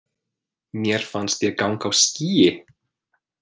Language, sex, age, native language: Icelandic, male, 20-29, English